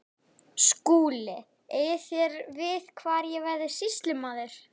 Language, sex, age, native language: Icelandic, female, 11, Icelandic